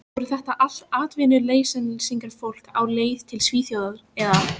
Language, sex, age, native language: Icelandic, female, 14, Filipino